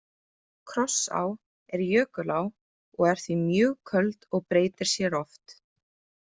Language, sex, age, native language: Icelandic, female, 20-29, Icelandic